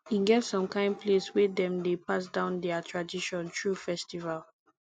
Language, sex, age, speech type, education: Nigerian Pidgin, female, 15-29, spontaneous, tertiary